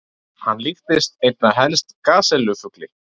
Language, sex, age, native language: Icelandic, male, 30-39, Icelandic